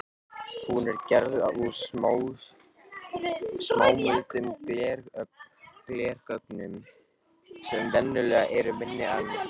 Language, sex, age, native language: Icelandic, male, 18-19, Icelandic